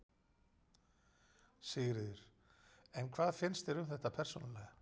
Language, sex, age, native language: Icelandic, male, 40-49, Icelandic